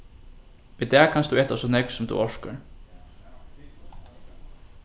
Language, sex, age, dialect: Faroese, male, 15-35, Norðurstreymoy/Eysturoy